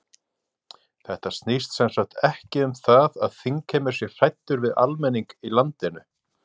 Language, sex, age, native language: Icelandic, male, 40-49, Icelandic